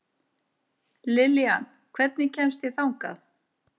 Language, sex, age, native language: Icelandic, female, 50-59, Icelandic